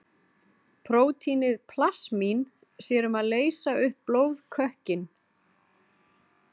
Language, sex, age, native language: Icelandic, female, 40-49, Icelandic